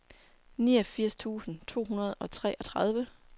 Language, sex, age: Danish, female, 27